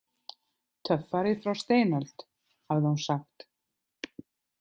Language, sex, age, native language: Icelandic, other, 50-59, Icelandic